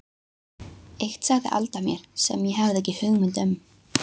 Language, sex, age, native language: Icelandic, female, 12, Icelandic